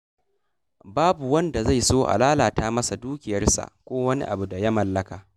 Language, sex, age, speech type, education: Hausa, male, 15-29, read, secondary